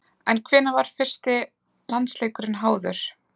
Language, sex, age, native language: Icelandic, female, 20-29, Icelandic